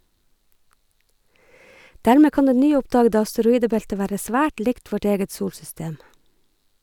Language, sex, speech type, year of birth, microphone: Norwegian, female, read, 1969, Sennheiser